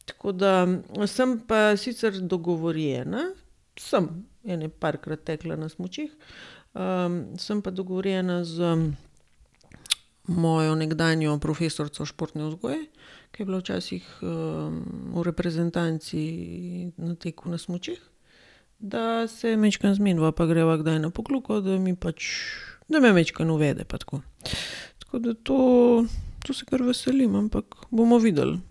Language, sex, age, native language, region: Slovenian, female, 30-49, Slovenian, Gorenjska region